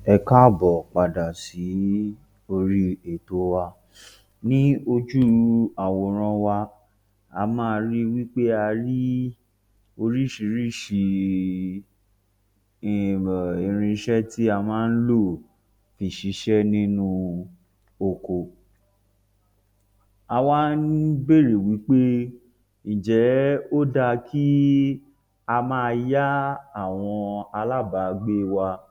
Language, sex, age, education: Yoruba, male, 30-45, tertiary